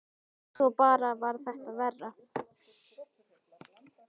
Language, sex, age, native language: Icelandic, male, 10, Icelandic